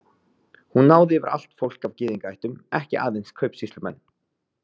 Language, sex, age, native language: Icelandic, male, 30-39, Icelandic